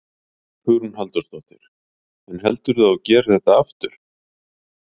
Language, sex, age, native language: Icelandic, male, 50-59, Icelandic